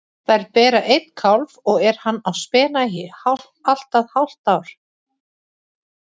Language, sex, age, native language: Icelandic, female, 40-49, Icelandic